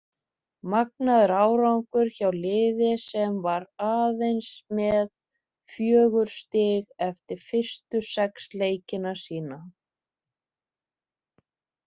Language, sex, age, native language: Icelandic, female, 30-39, Icelandic